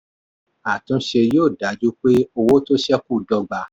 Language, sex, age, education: Yoruba, male, 46-60, tertiary